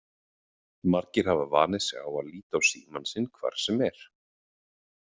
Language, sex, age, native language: Icelandic, male, 30-39, Icelandic